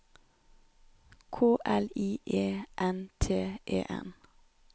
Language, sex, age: Norwegian, female, 29